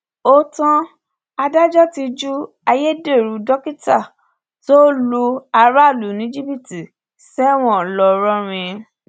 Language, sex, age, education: Yoruba, female, 15-29, tertiary